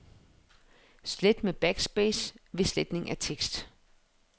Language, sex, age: Danish, female, 31